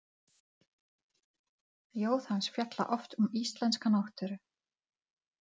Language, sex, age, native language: Icelandic, female, 40-49, Czech